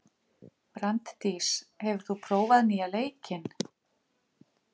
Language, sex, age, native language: Icelandic, female, 50-59, Icelandic